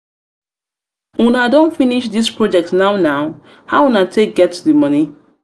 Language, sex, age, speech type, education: Nigerian Pidgin, female, 30-45, spontaneous, tertiary